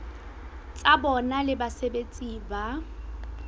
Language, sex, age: Southern Sotho, female, 20